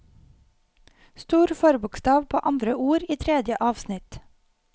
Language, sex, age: Norwegian, female, 28